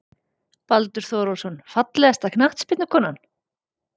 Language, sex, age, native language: Icelandic, female, 40-49, Icelandic